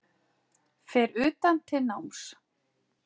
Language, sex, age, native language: Icelandic, female, 40-49, Icelandic